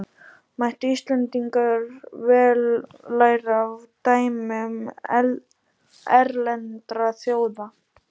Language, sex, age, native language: Icelandic, male, 12, Icelandic